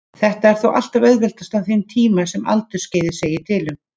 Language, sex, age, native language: Icelandic, female, 50-59, Icelandic